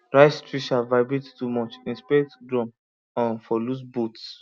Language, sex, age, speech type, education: Nigerian Pidgin, male, 15-29, spontaneous, tertiary